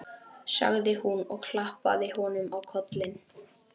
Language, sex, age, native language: Icelandic, male, 12, Icelandic